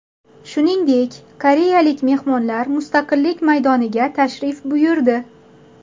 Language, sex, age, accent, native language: Uzbek, female, 19-29, Xorazm, Uzbek